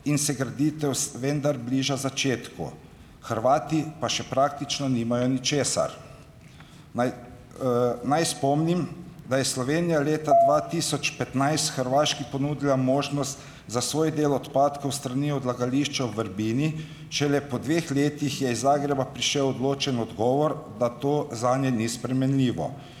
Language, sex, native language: Slovenian, male, Slovenian